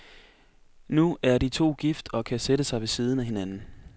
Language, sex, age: Danish, male, 24